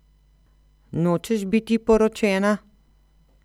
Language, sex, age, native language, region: Slovenian, female, 50-59, Slovenian, Central Slovenia